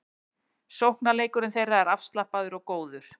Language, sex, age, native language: Icelandic, female, 40-49, Icelandic